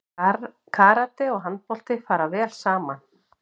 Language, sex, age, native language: Icelandic, female, 50-59, Icelandic